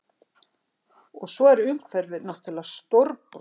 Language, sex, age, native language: Icelandic, female, 60-69, Icelandic